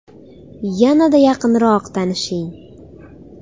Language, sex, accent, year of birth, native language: Uzbek, female, Farg'ona, 2000, Uzbek